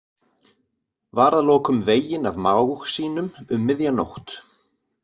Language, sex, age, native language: Icelandic, male, 40-49, Icelandic